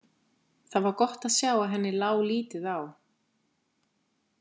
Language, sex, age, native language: Icelandic, female, 50-59, Icelandic